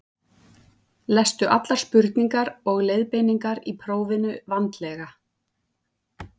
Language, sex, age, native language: Icelandic, female, 40-49, Icelandic